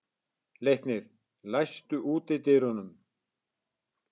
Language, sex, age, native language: Icelandic, male, 60-69, Icelandic